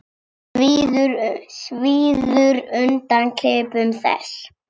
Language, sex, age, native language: Icelandic, female, 6, Icelandic